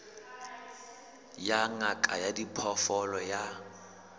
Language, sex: Southern Sotho, male